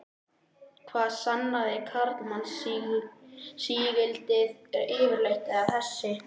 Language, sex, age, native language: Icelandic, male, 11, Icelandic